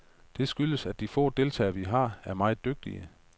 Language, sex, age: Danish, male, 35